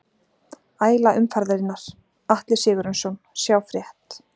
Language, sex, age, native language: Icelandic, female, 40-49, Icelandic